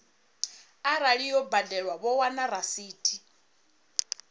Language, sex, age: Venda, female, 34